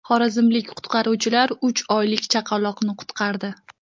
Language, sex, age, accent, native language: Uzbek, female, 18-24, Qashqadaryo, Uzbek